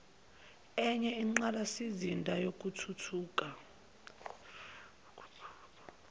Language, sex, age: Zulu, female, 22